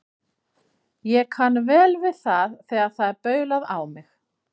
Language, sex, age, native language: Icelandic, female, 30-39, Icelandic